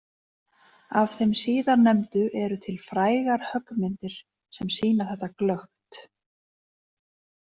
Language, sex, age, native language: Icelandic, female, 30-39, Icelandic